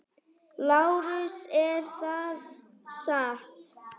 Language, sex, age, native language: Icelandic, female, 5, Icelandic